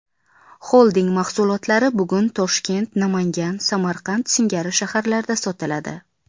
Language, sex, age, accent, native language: Uzbek, female, 19-29, Qashqadaryo, Uzbek